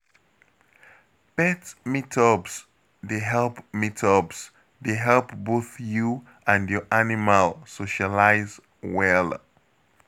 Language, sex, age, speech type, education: Nigerian Pidgin, male, 30-45, spontaneous, tertiary